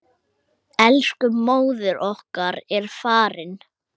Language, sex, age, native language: Icelandic, male, 8, Icelandic